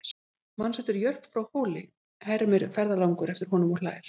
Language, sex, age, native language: Icelandic, female, 50-59, Icelandic